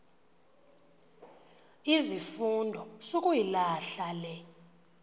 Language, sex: Xhosa, female